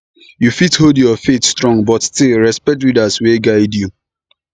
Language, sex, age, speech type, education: Nigerian Pidgin, male, 15-29, spontaneous, tertiary